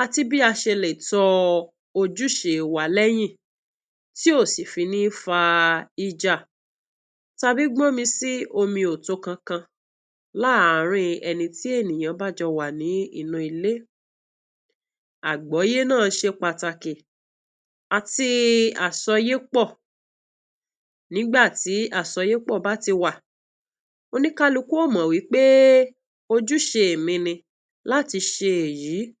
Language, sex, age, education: Yoruba, female, 46-60, tertiary